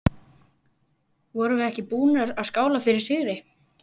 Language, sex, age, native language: Icelandic, female, 11, Icelandic